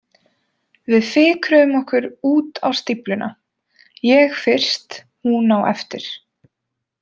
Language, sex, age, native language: Icelandic, female, 20-29, Icelandic